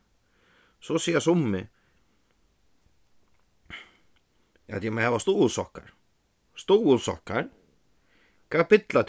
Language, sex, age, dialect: Faroese, male, 15-35, Suðuroy